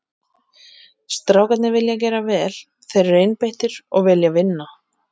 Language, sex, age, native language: Icelandic, female, 30-39, Icelandic